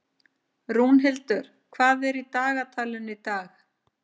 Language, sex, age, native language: Icelandic, female, 50-59, Icelandic